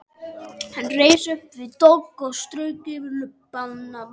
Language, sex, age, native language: Icelandic, male, 12, Icelandic